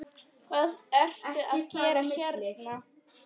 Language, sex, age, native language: Icelandic, female, 10, Polish